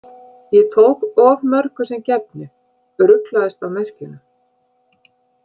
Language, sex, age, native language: Icelandic, female, 50-59, Icelandic